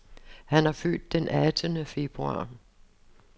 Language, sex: Danish, female